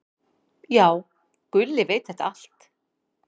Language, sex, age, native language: Icelandic, female, 50-59, Icelandic